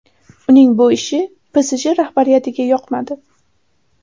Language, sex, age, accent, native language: Uzbek, female, 18-24, Samarqand, Uzbek